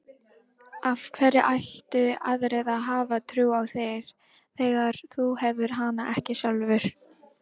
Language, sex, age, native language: Icelandic, female, 18-19, Icelandic